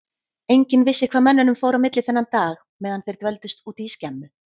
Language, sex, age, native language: Icelandic, female, 30-39, Icelandic